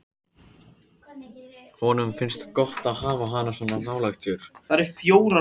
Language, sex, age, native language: Icelandic, male, 14, Icelandic